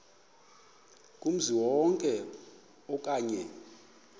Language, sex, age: Xhosa, male, 24